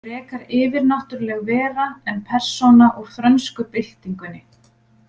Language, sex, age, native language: Icelandic, female, 40-49, Icelandic